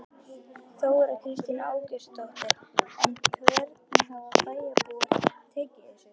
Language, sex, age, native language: Icelandic, female, 11, Icelandic